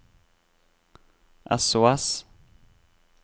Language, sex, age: Norwegian, male, 26